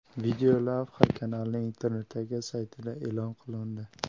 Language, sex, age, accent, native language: Uzbek, male, 18-24, Toshkent viloyati, Uzbek